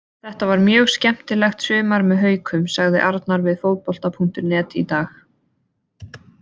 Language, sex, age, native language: Icelandic, female, 20-29, Icelandic